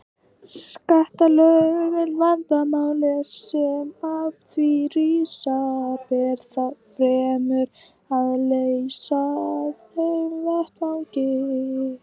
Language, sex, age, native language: Icelandic, female, 18-19, Icelandic